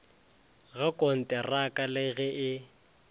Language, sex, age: Northern Sotho, male, 20